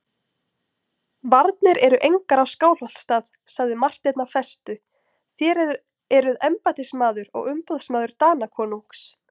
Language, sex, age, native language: Icelandic, female, 20-29, Icelandic